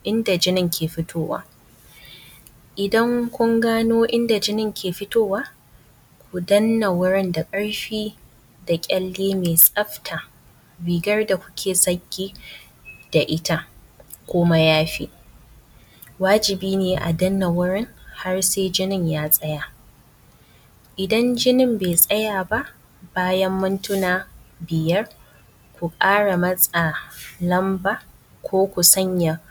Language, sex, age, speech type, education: Hausa, female, 15-29, spontaneous, tertiary